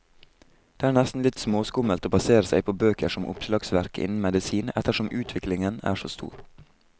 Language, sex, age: Norwegian, male, 22